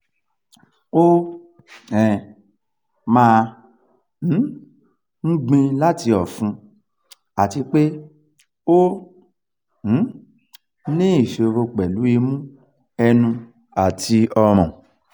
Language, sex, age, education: Yoruba, male, 46-60, tertiary